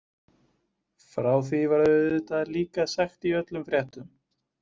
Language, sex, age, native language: Icelandic, male, 20-29, Icelandic